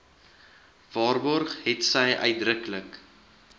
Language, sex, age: Afrikaans, male, 19